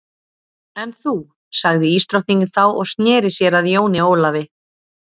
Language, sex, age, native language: Icelandic, female, 30-39, Icelandic